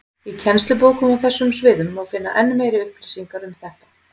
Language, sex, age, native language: Icelandic, female, 40-49, Icelandic